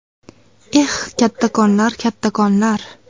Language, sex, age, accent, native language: Uzbek, female, under 19, Toshkent viloyati, Uzbek